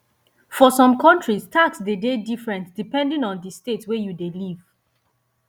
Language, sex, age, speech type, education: Nigerian Pidgin, female, 15-29, spontaneous, tertiary